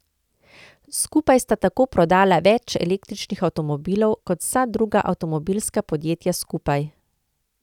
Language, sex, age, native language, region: Slovenian, female, 50-59, Slovenian, Central Slovenia